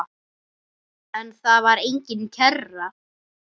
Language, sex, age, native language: Icelandic, male, 9, Icelandic